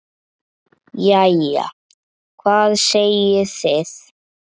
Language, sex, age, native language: Icelandic, male, 7, Icelandic